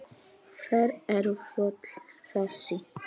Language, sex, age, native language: Icelandic, male, 6, Polish